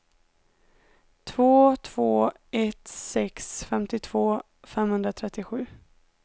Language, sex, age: Swedish, female, 19